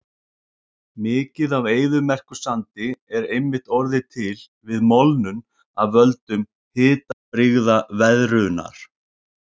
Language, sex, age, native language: Icelandic, male, 40-49, Icelandic